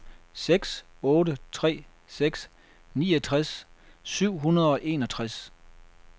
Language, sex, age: Danish, male, 33